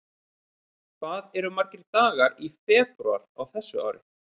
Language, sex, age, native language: Icelandic, male, 30-39, Icelandic